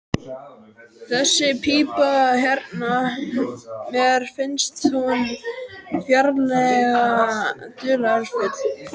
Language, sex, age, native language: Icelandic, male, 12, Icelandic